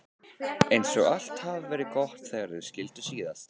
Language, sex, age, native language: Icelandic, male, 13, Icelandic